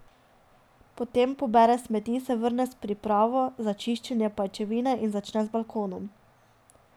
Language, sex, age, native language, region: Slovenian, female, 18-29, Slovenian, Drava region